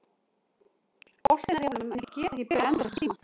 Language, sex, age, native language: Icelandic, female, 40-49, Icelandic